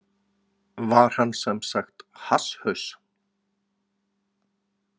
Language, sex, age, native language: Icelandic, male, 40-49, Icelandic